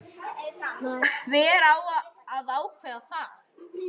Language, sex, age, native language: Icelandic, female, 10, Icelandic